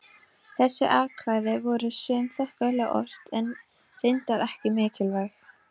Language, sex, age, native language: Icelandic, female, 12, Icelandic